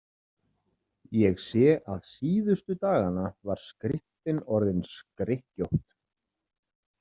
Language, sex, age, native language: Icelandic, male, 30-39, Icelandic